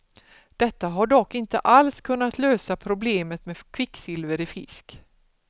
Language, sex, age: Swedish, female, 47